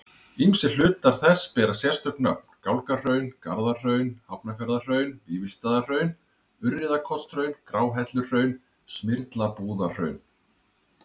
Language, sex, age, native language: Icelandic, male, 30-39, Icelandic